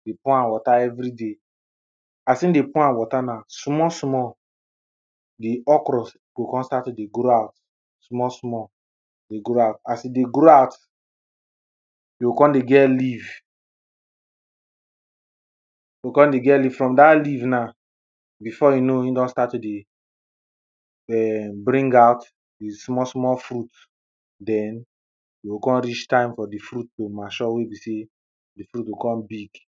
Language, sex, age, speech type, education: Nigerian Pidgin, male, 15-29, spontaneous, primary